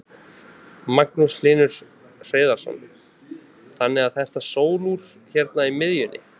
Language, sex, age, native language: Icelandic, male, 20-29, Icelandic